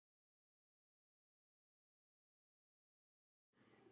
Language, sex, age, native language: Icelandic, female, 18-19, Icelandic